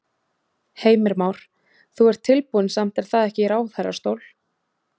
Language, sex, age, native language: Icelandic, female, 20-29, Icelandic